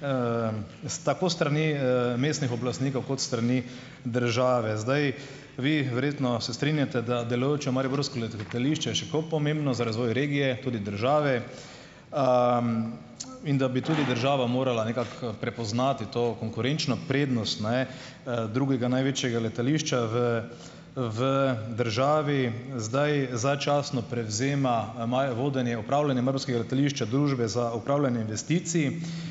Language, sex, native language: Slovenian, male, Slovenian